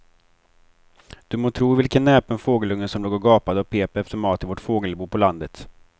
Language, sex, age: Swedish, male, 23